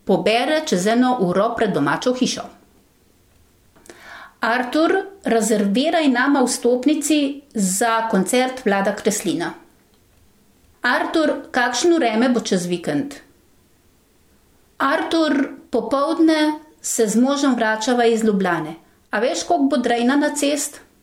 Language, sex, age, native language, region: Slovenian, female, 60+, Slovenian, Gorenjska region